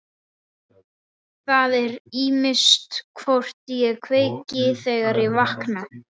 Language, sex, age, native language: Icelandic, male, 14, Icelandic